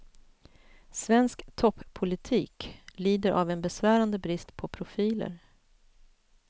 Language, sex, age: Swedish, female, 41